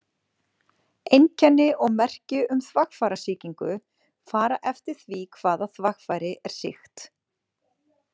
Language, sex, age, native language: Icelandic, female, 40-49, Icelandic